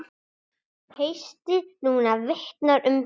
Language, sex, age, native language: Icelandic, female, 9, Icelandic